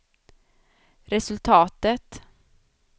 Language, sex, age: Swedish, female, 27